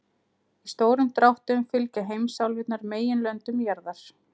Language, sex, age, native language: Icelandic, female, 30-39, Icelandic